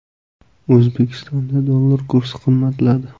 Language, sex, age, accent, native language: Uzbek, male, 18-24, Qashqadaryo, Uzbek